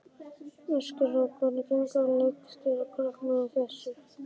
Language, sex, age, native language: Icelandic, male, 11, Icelandic